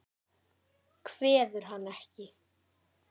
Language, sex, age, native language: Icelandic, female, 9, Icelandic